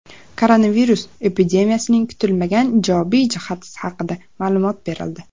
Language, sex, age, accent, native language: Uzbek, female, under 19, Andijon, Uzbek